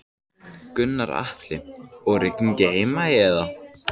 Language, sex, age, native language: Icelandic, male, 14, Icelandic